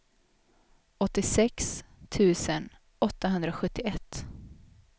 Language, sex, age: Swedish, female, 22